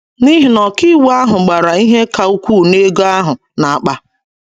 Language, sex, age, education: Igbo, female, 30-45, secondary